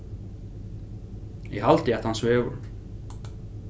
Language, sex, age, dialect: Faroese, male, 15-35, Norðurstreymoy/Eysturoy